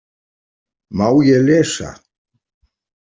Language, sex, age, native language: Icelandic, male, 40-49, Icelandic